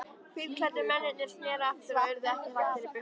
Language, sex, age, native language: Icelandic, female, 13, Icelandic